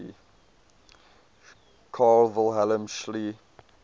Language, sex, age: English, male, 22